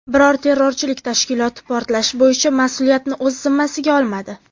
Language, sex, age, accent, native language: Uzbek, female, 18-24, Farg'ona, Uzbek